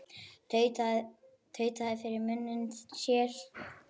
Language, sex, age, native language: Icelandic, male, 6, Icelandic